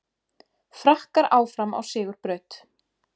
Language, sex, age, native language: Icelandic, female, 20-29, Icelandic